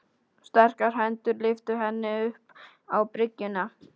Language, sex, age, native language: Icelandic, male, 12, Polish